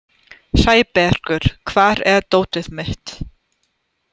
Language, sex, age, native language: Icelandic, female, 30-39, German